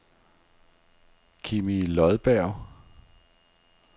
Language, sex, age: Danish, male, 42